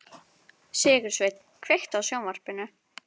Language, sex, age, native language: Icelandic, female, 11, Icelandic